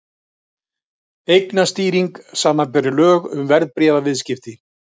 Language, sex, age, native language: Icelandic, male, 60-69, Icelandic